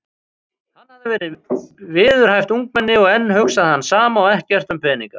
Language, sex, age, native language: Icelandic, male, 50-59, Icelandic